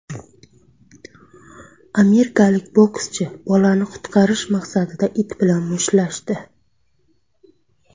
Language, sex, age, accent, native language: Uzbek, female, 19-29, Surxondaryo, Uzbek